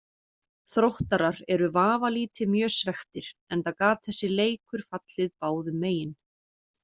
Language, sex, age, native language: Icelandic, female, 40-49, Icelandic